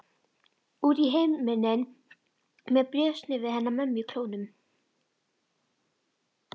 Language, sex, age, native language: Icelandic, female, 11, Icelandic